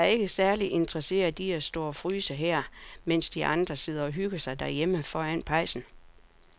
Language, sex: Danish, female